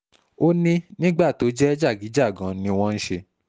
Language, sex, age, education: Yoruba, male, 15-29, tertiary